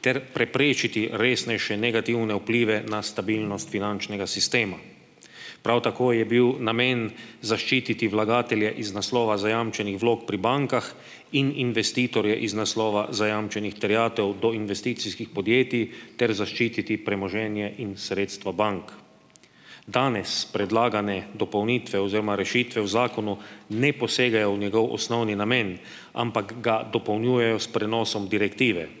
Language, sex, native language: Slovenian, male, Slovenian